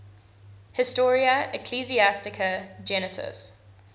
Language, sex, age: English, female, 21